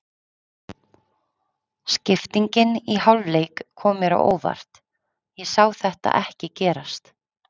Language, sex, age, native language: Icelandic, female, 30-39, Icelandic